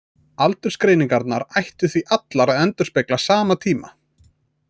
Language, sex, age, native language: Icelandic, male, 20-29, Icelandic